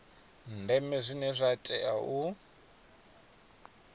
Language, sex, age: Venda, male, 20